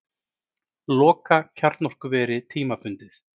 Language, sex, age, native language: Icelandic, male, 30-39, Icelandic